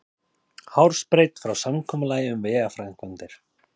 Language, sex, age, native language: Icelandic, male, 30-39, Icelandic